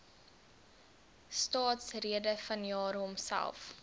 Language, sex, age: Afrikaans, female, 23